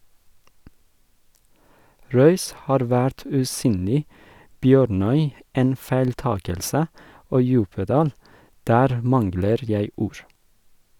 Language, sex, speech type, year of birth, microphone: Norwegian, male, read, 1981, Sennheiser